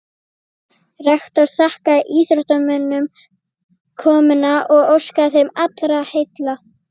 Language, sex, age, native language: Icelandic, female, 12, Icelandic